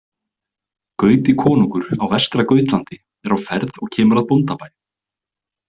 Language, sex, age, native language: Icelandic, male, 20-29, Icelandic